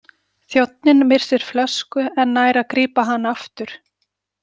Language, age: Icelandic, 40-49